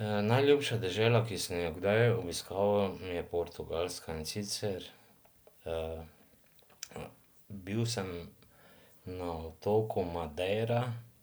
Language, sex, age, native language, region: Slovenian, male, 50-59, Slovenian, Drava region